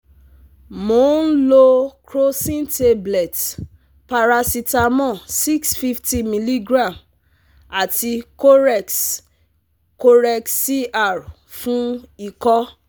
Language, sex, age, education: Yoruba, female, 30-45, tertiary